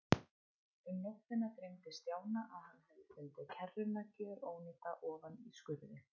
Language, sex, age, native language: Icelandic, female, 20-29, Icelandic